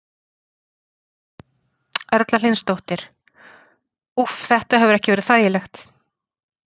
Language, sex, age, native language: Icelandic, female, 40-49, Icelandic